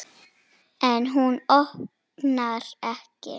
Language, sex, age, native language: Icelandic, female, 7, Icelandic